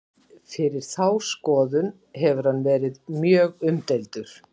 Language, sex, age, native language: Icelandic, female, 60-69, Icelandic